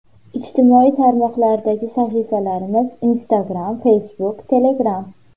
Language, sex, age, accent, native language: Uzbek, female, under 19, Qashqadaryo, Uzbek